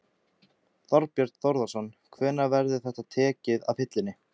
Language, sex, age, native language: Icelandic, male, 14, Icelandic